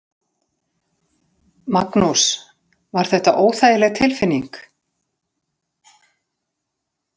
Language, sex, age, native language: Icelandic, female, 60-69, Icelandic